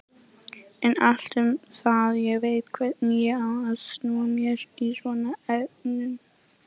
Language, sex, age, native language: Icelandic, female, 18-19, Icelandic